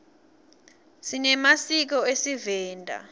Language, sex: Swati, female